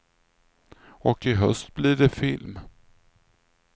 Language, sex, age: Swedish, male, 46